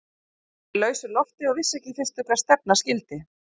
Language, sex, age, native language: Icelandic, female, 50-59, Icelandic